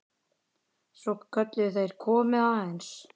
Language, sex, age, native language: Icelandic, male, 10, Icelandic